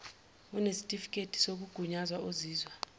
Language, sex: Zulu, female